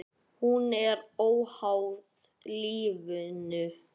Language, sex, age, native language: Icelandic, male, 9, Icelandic